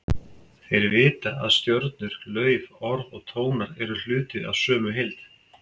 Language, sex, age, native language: Icelandic, male, 50-59, Icelandic